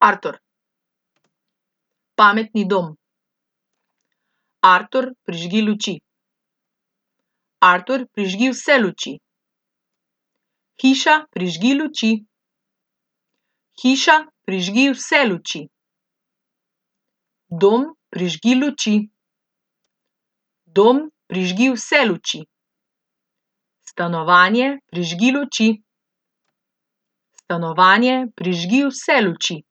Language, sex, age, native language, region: Slovenian, female, 18-29, Slovenian, Central Slovenia